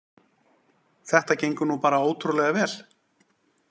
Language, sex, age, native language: Icelandic, male, 40-49, Icelandic